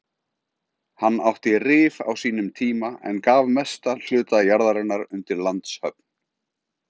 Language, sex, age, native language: Icelandic, male, 30-39, Icelandic